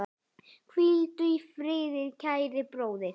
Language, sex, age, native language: Icelandic, female, 8, Icelandic